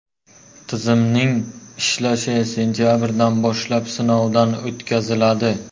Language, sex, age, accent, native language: Uzbek, male, 18-24, Qashqadaryo, Uzbek